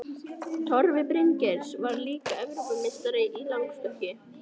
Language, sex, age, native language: Icelandic, female, 14, Icelandic